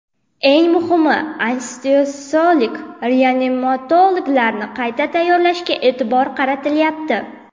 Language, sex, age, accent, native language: Uzbek, female, 18-24, Navoiy, Uzbek